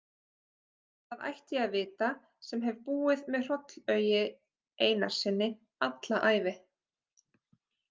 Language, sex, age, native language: Icelandic, female, 30-39, Icelandic